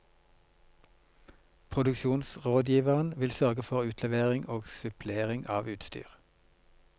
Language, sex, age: Norwegian, male, 42